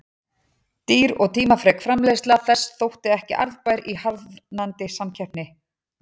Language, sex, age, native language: Icelandic, female, 40-49, Icelandic